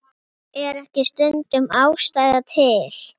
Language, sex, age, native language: Icelandic, female, 9, Icelandic